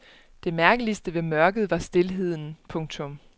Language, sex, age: Danish, female, 29